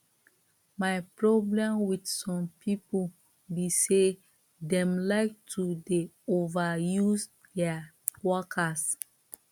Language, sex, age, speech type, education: Nigerian Pidgin, female, 30-45, spontaneous, tertiary